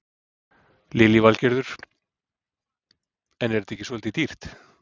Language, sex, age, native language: Icelandic, male, 40-49, Icelandic